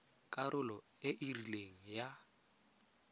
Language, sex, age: Tswana, male, 20